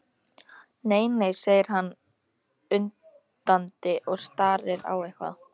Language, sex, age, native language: Icelandic, female, 13, Icelandic